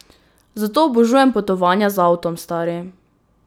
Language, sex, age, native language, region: Slovenian, female, 18-29, Slovenian, Drava region